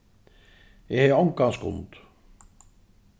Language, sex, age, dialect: Faroese, male, 36-60, Suðuroy